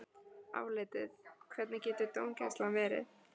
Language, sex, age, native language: Icelandic, female, 14, Icelandic